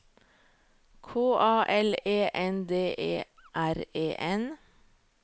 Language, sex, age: Norwegian, female, 38